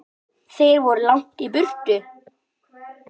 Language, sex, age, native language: Icelandic, male, 9, Icelandic